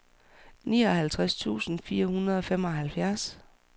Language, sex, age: Danish, female, 44